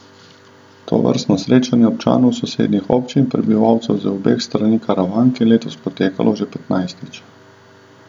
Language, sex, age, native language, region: Slovenian, male, 30-49, Slovenian, Southeast Slovenia